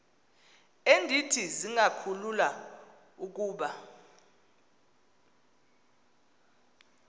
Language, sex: Xhosa, female